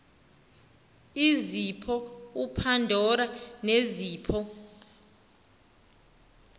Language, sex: Xhosa, female